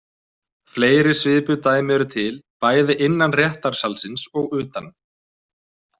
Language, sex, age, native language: Icelandic, male, 20-29, Icelandic